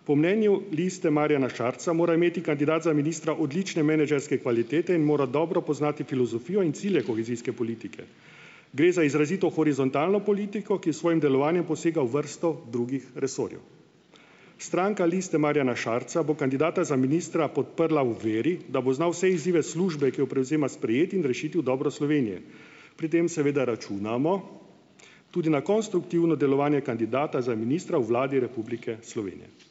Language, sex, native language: Slovenian, male, Slovenian